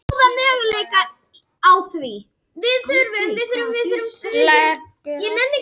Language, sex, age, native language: Icelandic, male, 18-19, Icelandic